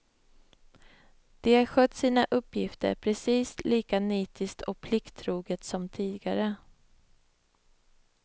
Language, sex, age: Swedish, female, 25